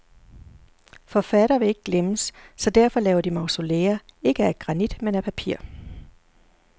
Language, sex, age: Danish, female, 40